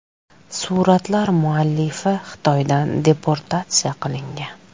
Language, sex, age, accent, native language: Uzbek, female, 25-34, Farg'ona, Uzbek